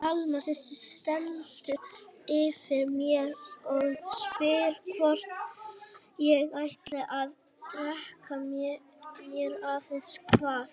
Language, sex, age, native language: Icelandic, female, 18-19, Icelandic